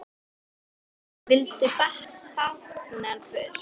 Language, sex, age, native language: Icelandic, female, 10, Icelandic